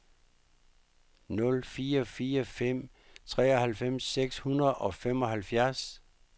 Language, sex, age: Danish, male, 59